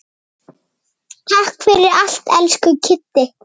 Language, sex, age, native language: Icelandic, male, 8, Icelandic